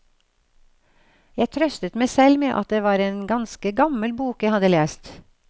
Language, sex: Norwegian, female